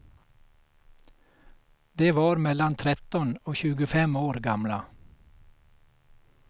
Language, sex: Swedish, male